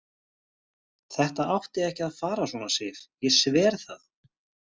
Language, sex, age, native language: Icelandic, male, 30-39, Icelandic